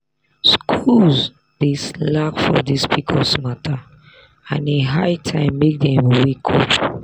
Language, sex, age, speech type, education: Nigerian Pidgin, female, 30-45, spontaneous, tertiary